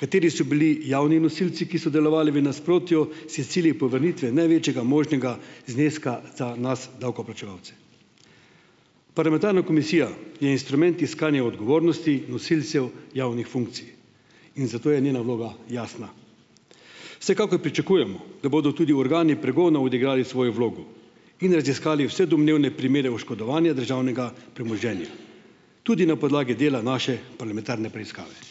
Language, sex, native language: Slovenian, male, Slovenian